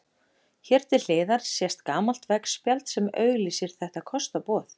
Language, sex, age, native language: Icelandic, female, 30-39, Icelandic